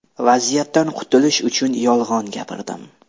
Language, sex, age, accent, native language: Uzbek, male, 25-34, Namangan, Uzbek